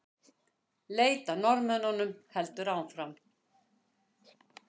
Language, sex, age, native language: Icelandic, female, 60-69, Icelandic